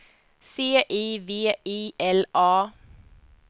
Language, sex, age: Swedish, female, 25